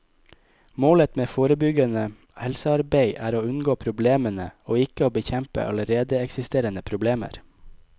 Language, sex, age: Norwegian, male, 25